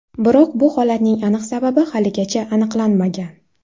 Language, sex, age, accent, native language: Uzbek, female, 19-29, Navoiy, Uzbek